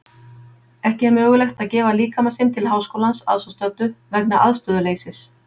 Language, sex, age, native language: Icelandic, female, 50-59, Icelandic